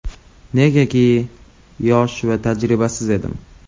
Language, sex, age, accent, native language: Uzbek, male, 18-24, Andijon, Uzbek